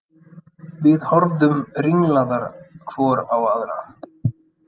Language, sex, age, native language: Icelandic, male, 30-39, Icelandic